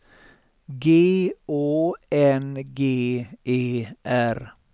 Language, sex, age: Swedish, male, 63